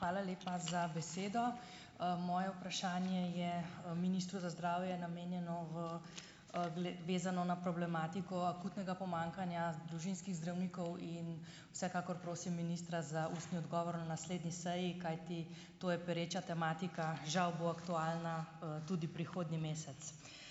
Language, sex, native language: Slovenian, female, Slovenian